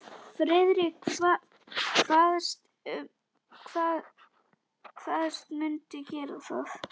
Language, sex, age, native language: Icelandic, female, 10, Icelandic